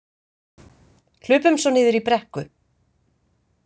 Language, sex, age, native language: Icelandic, female, 50-59, Icelandic